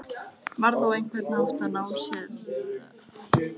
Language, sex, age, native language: Icelandic, female, 14, Icelandic